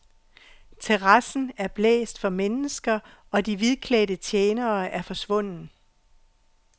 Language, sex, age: Danish, female, 48